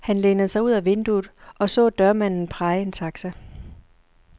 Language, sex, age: Danish, female, 40